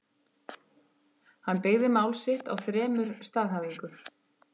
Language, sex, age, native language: Icelandic, female, 30-39, Icelandic